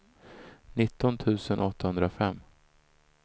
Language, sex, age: Swedish, male, 34